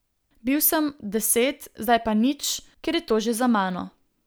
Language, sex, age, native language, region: Slovenian, female, 18-29, Slovenian, Southeast Slovenia